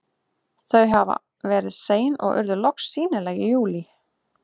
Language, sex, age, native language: Icelandic, female, 30-39, Icelandic